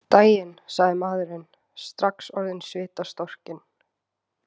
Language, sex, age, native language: Icelandic, female, 20-29, Icelandic